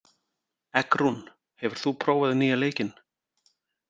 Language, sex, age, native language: Icelandic, male, 40-49, Icelandic